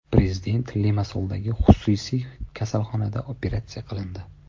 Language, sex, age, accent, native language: Uzbek, male, 25-34, Toshkent shahri, Uzbek